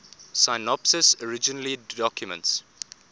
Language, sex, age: English, male, 24